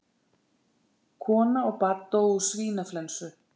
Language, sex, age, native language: Icelandic, female, 40-49, Icelandic